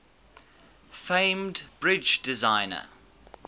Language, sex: English, male